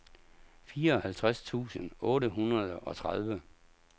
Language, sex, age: Danish, male, 57